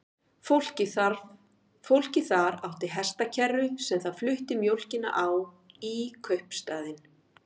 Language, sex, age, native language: Icelandic, female, 50-59, Icelandic